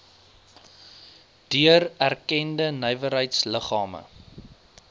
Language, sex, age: Afrikaans, male, 22